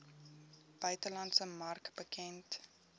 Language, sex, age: Afrikaans, female, 18